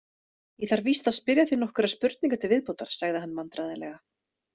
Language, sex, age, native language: Icelandic, female, 30-39, Icelandic